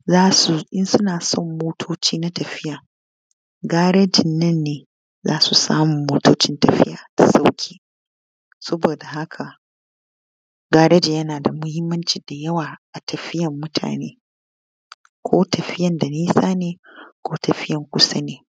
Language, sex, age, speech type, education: Hausa, female, 15-29, spontaneous, tertiary